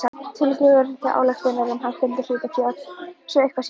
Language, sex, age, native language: Icelandic, female, 11, Icelandic